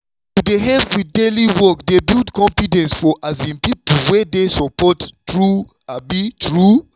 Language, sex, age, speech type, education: Nigerian Pidgin, male, 30-45, spontaneous, tertiary